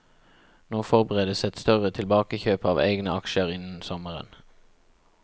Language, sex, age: Norwegian, male, 36